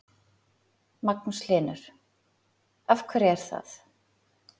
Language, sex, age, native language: Icelandic, female, 40-49, Icelandic